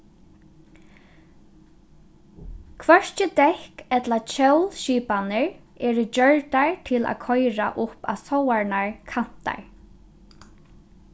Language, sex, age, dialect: Faroese, female, 15-35, Norðuroyggjar